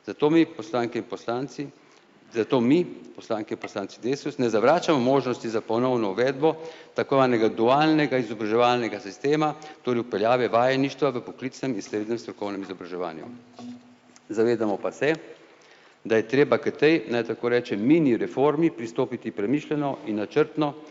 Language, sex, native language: Slovenian, male, Slovenian